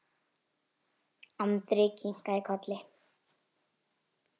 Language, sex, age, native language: Icelandic, female, 9, Icelandic